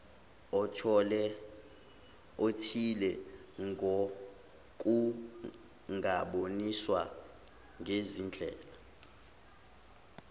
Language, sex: Zulu, male